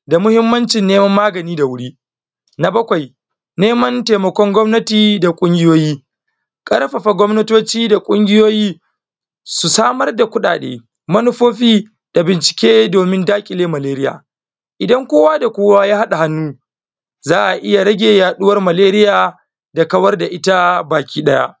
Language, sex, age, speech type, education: Hausa, male, 15-29, spontaneous, primary